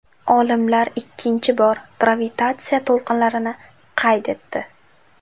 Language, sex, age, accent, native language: Uzbek, female, 18-24, Jizzax, Uzbek